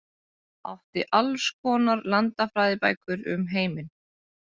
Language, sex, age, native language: Icelandic, female, 30-39, Icelandic